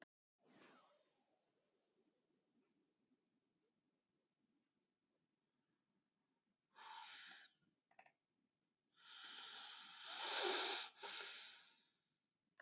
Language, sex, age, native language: Icelandic, male, 30-39, Icelandic